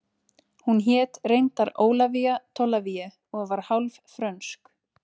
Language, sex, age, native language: Icelandic, female, 30-39, Icelandic